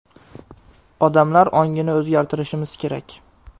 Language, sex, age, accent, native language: Uzbek, male, 18-24, Andijon, Uzbek